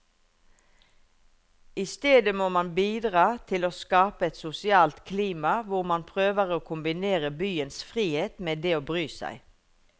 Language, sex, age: Norwegian, female, 51